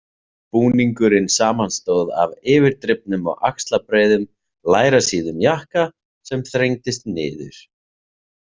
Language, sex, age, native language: Icelandic, male, 30-39, Icelandic